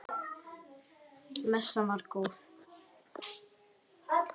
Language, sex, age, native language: Icelandic, male, 10, Icelandic